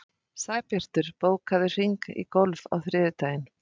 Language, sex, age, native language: Icelandic, female, 50-59, Icelandic